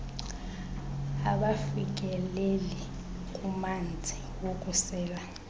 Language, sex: Xhosa, female